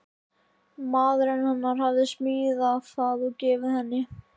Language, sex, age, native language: Icelandic, male, 13, Icelandic